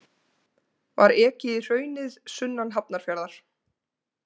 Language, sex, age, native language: Icelandic, female, 20-29, Icelandic